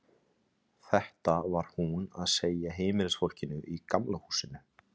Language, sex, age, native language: Icelandic, male, 30-39, Icelandic